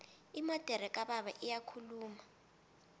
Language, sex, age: South Ndebele, female, 19